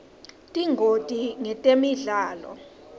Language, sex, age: Swati, female, 22